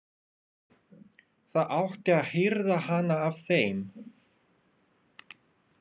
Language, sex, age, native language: Icelandic, male, 30-39, Russian